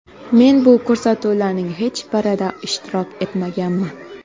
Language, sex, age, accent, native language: Uzbek, female, 18-24, Qoraqalpog'iston, Karakalpak